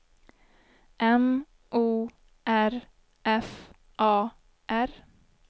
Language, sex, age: Swedish, female, 24